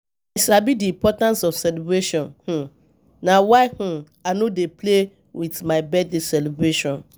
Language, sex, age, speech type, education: Nigerian Pidgin, female, 30-45, spontaneous, tertiary